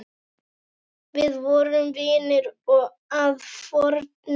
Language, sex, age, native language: Icelandic, female, 9, Icelandic